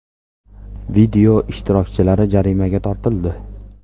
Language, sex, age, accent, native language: Uzbek, male, 18-24, Farg'ona, Uzbek